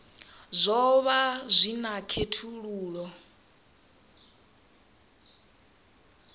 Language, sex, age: Venda, female, 27